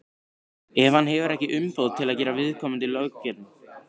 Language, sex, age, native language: Icelandic, male, 15, Icelandic